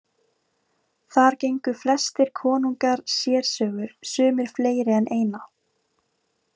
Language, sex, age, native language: Icelandic, female, 18-19, Icelandic